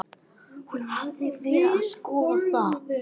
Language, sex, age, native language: Icelandic, male, 18-19, English